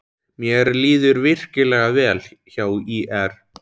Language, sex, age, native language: Icelandic, male, 17, Icelandic